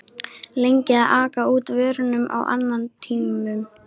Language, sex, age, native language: Icelandic, female, 13, Icelandic